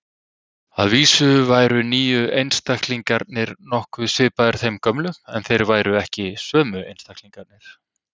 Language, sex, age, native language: Icelandic, male, 30-39, Icelandic